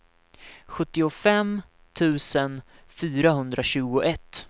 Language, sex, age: Swedish, male, 19